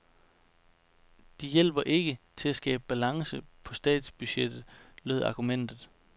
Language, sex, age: Danish, male, 29